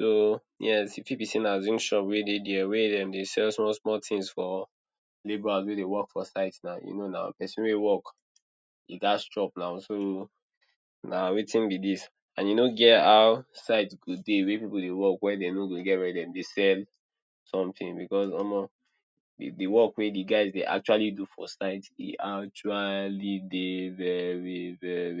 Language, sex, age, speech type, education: Nigerian Pidgin, male, 30-45, spontaneous, tertiary